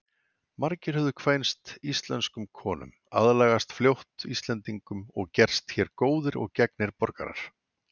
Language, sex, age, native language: Icelandic, male, 40-49, Icelandic